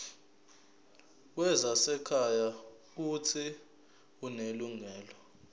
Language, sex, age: Zulu, male, 20